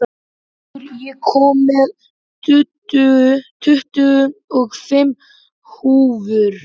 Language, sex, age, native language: Icelandic, male, 11, Icelandic